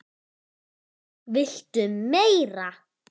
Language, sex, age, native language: Icelandic, female, 10, Icelandic